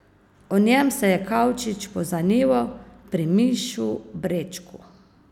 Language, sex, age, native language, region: Slovenian, female, 50-59, Slovenian, Savinja region